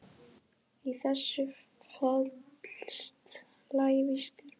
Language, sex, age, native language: Icelandic, female, 10, Icelandic